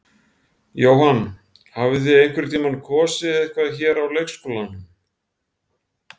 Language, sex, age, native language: Icelandic, male, 40-49, Icelandic